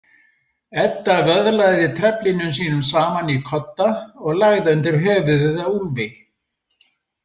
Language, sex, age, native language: Icelandic, male, 70-79, Icelandic